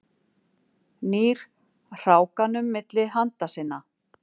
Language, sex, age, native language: Icelandic, female, 40-49, Icelandic